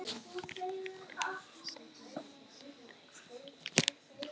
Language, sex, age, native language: Icelandic, female, 6, Icelandic